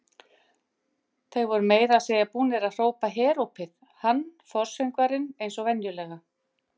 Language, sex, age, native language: Icelandic, female, 50-59, Icelandic